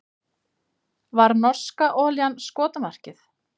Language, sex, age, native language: Icelandic, female, 30-39, Icelandic